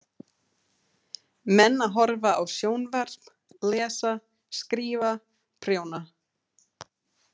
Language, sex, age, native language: Icelandic, female, 30-39, English